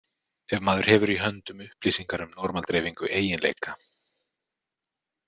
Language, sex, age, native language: Icelandic, male, 30-39, Icelandic